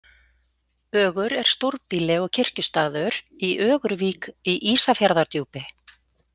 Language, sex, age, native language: Icelandic, female, 40-49, Icelandic